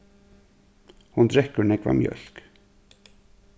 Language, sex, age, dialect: Faroese, male, 36-60, Suðurstreymoy